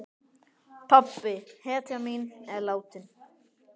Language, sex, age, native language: Icelandic, male, 10, Icelandic